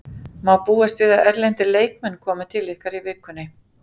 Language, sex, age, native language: Icelandic, female, 40-49, Icelandic